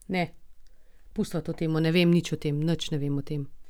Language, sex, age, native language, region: Slovenian, female, 30-49, Slovenian, Gorenjska region